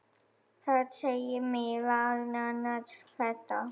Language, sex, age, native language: Icelandic, female, 10, German